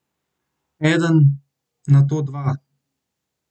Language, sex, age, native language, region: Slovenian, male, 18-29, Slovenian, Central Slovenia